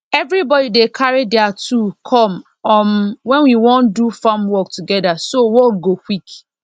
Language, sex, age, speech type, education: Nigerian Pidgin, female, 30-45, spontaneous, tertiary